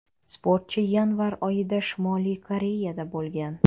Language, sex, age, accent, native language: Uzbek, female, 25-34, Navoiy, Kazakh